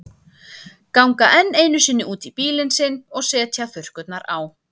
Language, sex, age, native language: Icelandic, female, 30-39, Icelandic